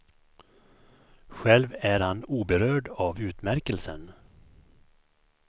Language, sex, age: Swedish, male, 51